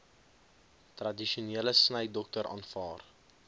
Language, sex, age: Afrikaans, male, 20